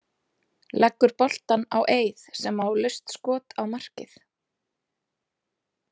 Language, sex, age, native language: Icelandic, female, 30-39, Icelandic